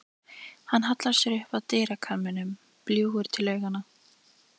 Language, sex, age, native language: Icelandic, female, 13, Icelandic